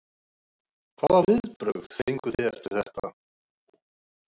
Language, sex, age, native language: Icelandic, male, 40-49, Icelandic